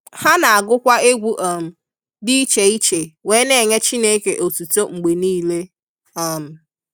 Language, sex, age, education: Igbo, female, 15-29, tertiary